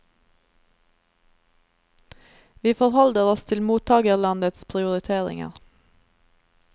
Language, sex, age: Norwegian, female, 27